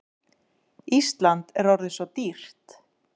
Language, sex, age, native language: Icelandic, female, 30-39, Icelandic